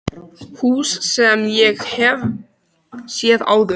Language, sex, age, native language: Icelandic, other, 13, Icelandic